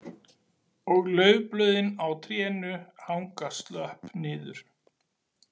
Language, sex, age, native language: Icelandic, male, 40-49, Icelandic